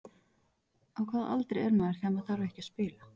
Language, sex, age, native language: Icelandic, female, 40-49, Icelandic